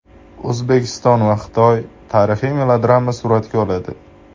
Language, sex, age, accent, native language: Uzbek, male, 18-24, Andijon, Uzbek